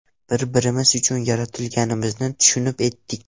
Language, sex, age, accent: Uzbek, male, 12-17, Toshkent viloyati